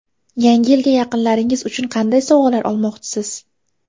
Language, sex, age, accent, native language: Uzbek, female, 18-24, Farg'ona, Uzbek